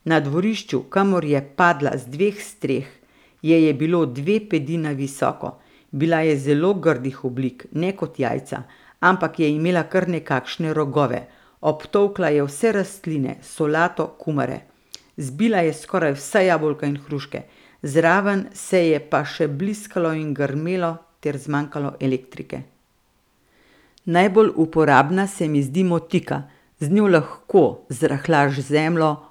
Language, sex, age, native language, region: Slovenian, female, 50-59, Slovenian, Central Slovenia